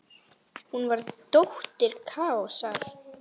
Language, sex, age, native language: Icelandic, female, 8, Icelandic